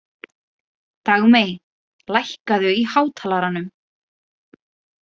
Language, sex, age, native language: Icelandic, female, 20-29, Icelandic